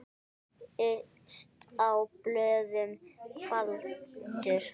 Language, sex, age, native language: Icelandic, male, 9, Icelandic